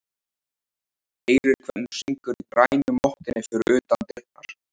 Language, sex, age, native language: Icelandic, male, 13, Icelandic